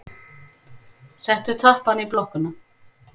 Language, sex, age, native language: Icelandic, female, 40-49, Icelandic